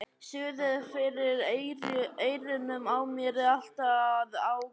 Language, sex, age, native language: Icelandic, male, 11, Icelandic